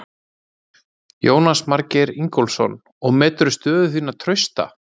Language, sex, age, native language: Icelandic, male, 30-39, Icelandic